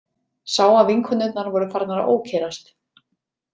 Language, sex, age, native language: Icelandic, female, 30-39, Icelandic